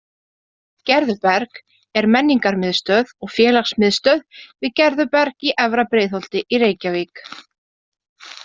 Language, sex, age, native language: Icelandic, female, 30-39, Icelandic